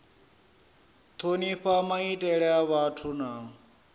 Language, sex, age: Venda, male, 34